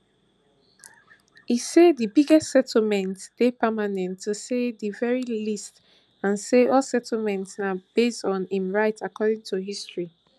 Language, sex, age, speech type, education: Nigerian Pidgin, female, 15-29, spontaneous, tertiary